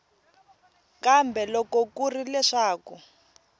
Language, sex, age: Tsonga, female, 20